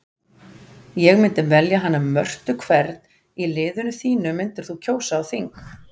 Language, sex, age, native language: Icelandic, female, 40-49, Icelandic